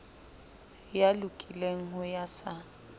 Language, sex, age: Southern Sotho, female, 25